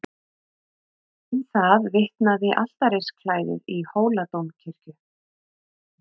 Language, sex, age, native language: Icelandic, female, 30-39, Icelandic